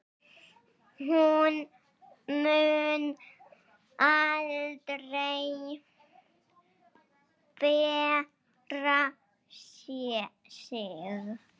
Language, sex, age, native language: Icelandic, female, 7, Icelandic